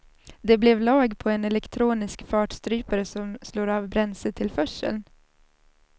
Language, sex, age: Swedish, female, 27